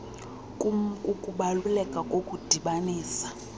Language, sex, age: Xhosa, female, 35